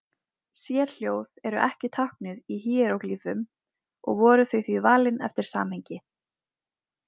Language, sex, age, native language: Icelandic, female, 20-29, Icelandic